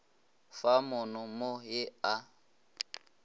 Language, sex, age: Northern Sotho, male, 20